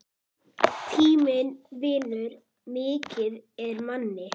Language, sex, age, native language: Icelandic, female, 8, Icelandic